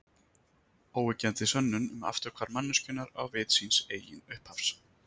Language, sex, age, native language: Icelandic, male, 30-39, Icelandic